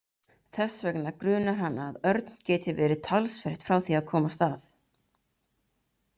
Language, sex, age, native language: Icelandic, female, 30-39, Icelandic